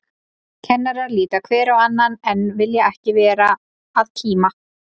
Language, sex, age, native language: Icelandic, female, 30-39, Icelandic